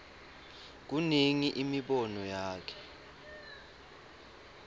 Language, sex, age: Swati, male, 23